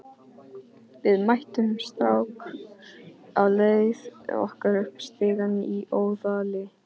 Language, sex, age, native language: Icelandic, male, 15, Icelandic